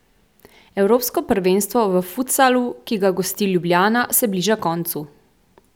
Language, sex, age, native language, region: Slovenian, female, 18-29, Slovenian, Central Slovenia